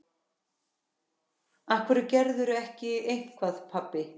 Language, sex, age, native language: Icelandic, female, 14, Icelandic